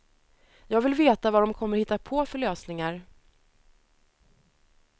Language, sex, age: Swedish, female, 30